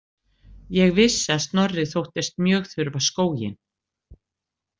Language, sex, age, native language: Icelandic, female, 60-69, Icelandic